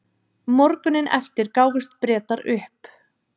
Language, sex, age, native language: Icelandic, female, 30-39, Icelandic